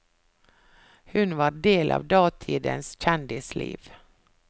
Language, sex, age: Norwegian, female, 49